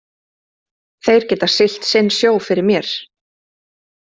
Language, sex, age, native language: Icelandic, female, 30-39, Icelandic